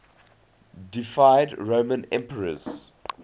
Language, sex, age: English, male, 20